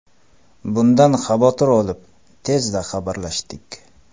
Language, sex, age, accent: Uzbek, male, 25-34, Qoraqalpog'iston